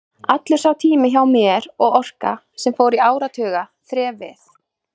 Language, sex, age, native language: Icelandic, female, 20-29, Icelandic